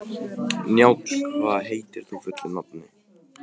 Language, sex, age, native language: Icelandic, male, 15, Icelandic